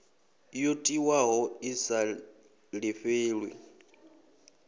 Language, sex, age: Venda, male, 23